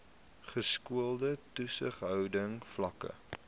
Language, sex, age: Afrikaans, male, 18